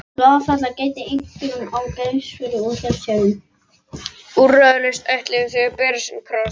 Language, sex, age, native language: Icelandic, other, 12, Icelandic